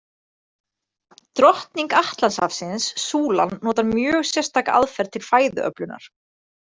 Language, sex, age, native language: Icelandic, female, 30-39, Icelandic